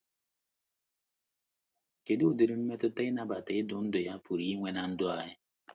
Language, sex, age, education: Igbo, male, 30-45, tertiary